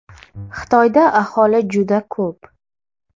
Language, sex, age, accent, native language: Uzbek, female, 18-24, Toshkent shahri, Uzbek